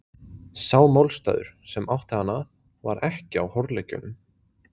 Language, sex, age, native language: Icelandic, male, 20-29, Icelandic